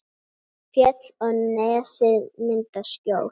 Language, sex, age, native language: Icelandic, female, 9, Icelandic